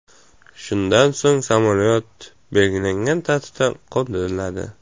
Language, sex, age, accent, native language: Uzbek, male, 18-24, Jizzax, Uzbek